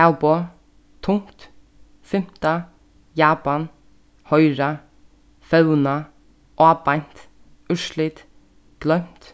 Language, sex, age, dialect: Faroese, female, 15-35, Suðurstreymoy